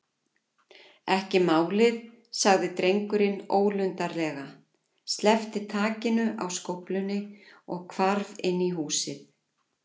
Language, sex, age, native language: Icelandic, female, 40-49, Icelandic